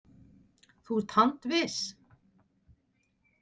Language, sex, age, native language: Icelandic, female, 60-69, Icelandic